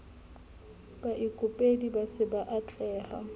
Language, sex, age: Southern Sotho, female, 35